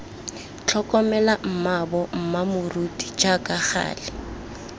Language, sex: Tswana, female